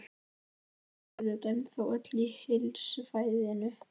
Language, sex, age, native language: Icelandic, male, 11, Icelandic